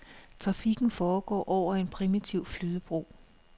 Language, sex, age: Danish, female, 56